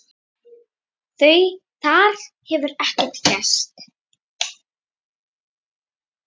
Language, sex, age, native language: Icelandic, female, 9, Icelandic